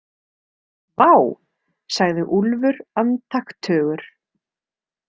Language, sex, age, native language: Icelandic, female, 30-39, Icelandic